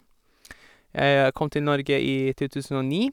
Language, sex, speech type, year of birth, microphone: Norwegian, male, spontaneous, 1987, Sennheiser